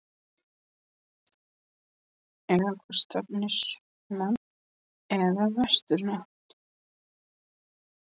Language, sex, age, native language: Icelandic, male, 20-29, English